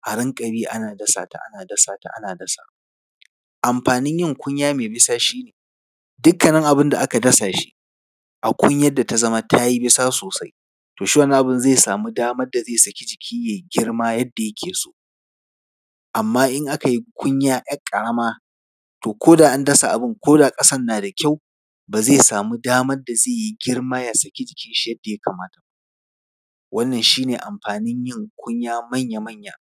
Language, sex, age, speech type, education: Hausa, male, 30-45, spontaneous, tertiary